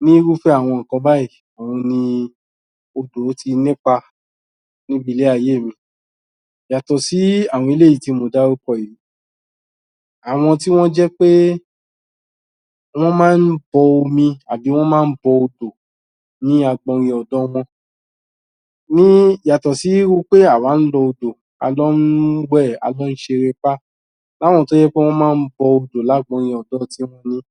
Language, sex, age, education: Yoruba, male, 30-45, tertiary